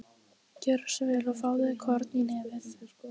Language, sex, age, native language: Icelandic, female, 14, Icelandic